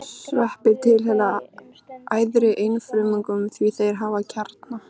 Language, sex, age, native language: Icelandic, female, 13, Icelandic